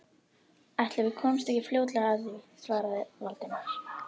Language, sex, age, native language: Icelandic, female, 12, Icelandic